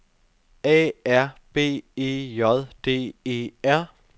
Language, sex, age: Danish, male, 23